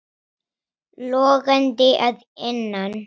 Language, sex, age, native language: Icelandic, female, 10, Icelandic